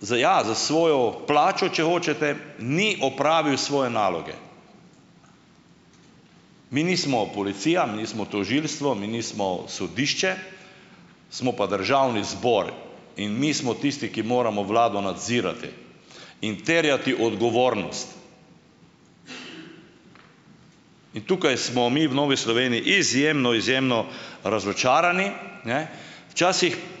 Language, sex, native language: Slovenian, male, Slovenian